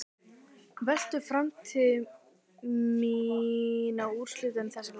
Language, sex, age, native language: Icelandic, female, 12, Icelandic